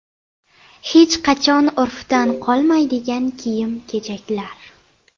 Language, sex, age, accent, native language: Uzbek, female, 12-17, Xorazm, Uzbek